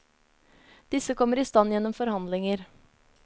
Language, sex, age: Norwegian, female, 30